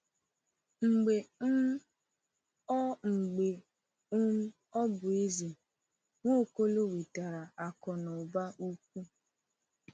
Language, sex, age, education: Igbo, female, 15-29, tertiary